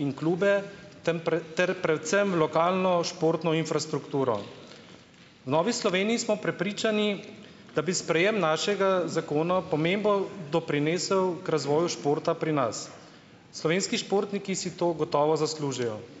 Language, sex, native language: Slovenian, male, Slovenian